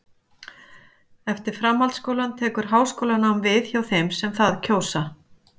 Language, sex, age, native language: Icelandic, female, 50-59, Icelandic